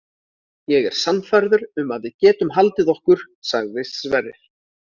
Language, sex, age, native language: Icelandic, male, 30-39, Icelandic